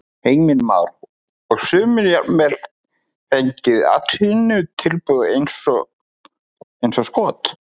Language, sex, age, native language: Icelandic, male, 30-39, Icelandic